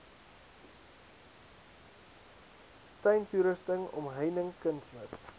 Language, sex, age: Afrikaans, male, 19